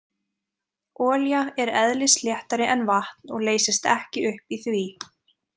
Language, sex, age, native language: Icelandic, female, 20-29, Icelandic